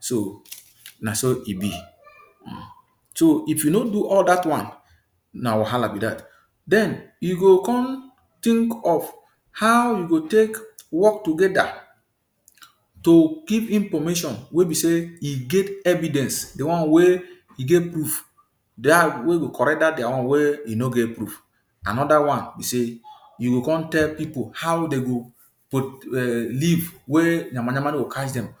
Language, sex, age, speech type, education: Nigerian Pidgin, male, 30-45, spontaneous, tertiary